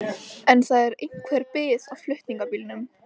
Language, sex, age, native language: Icelandic, female, 13, Icelandic